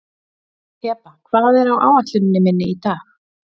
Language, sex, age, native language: Icelandic, female, 40-49, Icelandic